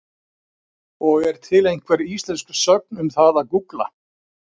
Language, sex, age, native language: Icelandic, male, 60-69, Icelandic